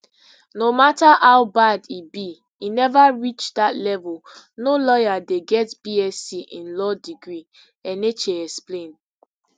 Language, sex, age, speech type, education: Nigerian Pidgin, female, 15-29, spontaneous, tertiary